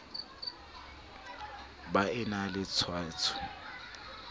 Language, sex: Southern Sotho, male